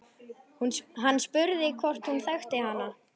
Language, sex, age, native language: Icelandic, male, 11, Icelandic